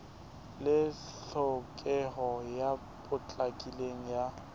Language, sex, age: Southern Sotho, male, 20